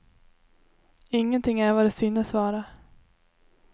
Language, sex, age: Swedish, female, 21